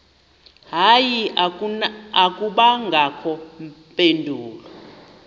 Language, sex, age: Xhosa, female, 38